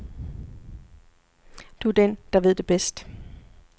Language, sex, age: Danish, female, 40